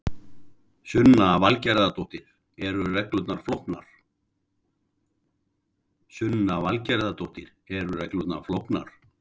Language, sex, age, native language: Icelandic, male, 50-59, Icelandic